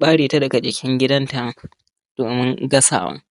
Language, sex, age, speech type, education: Hausa, male, 30-45, spontaneous, tertiary